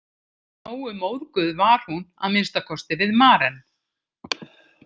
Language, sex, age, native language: Icelandic, female, 50-59, Icelandic